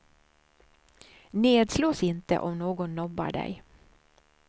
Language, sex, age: Swedish, female, 63